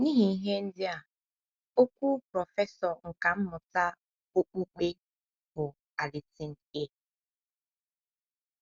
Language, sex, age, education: Igbo, female, 15-29, tertiary